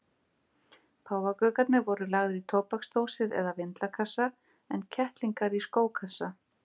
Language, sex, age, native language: Icelandic, female, 50-59, Icelandic